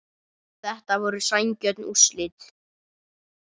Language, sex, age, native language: Icelandic, male, 30-39, Icelandic